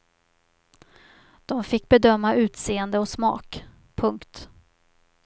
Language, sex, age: Swedish, female, 50